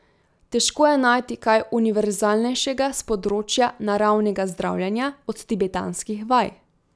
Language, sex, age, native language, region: Slovenian, female, 18-29, Slovenian, Drava region